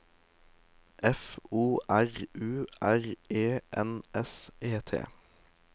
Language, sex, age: Norwegian, male, 18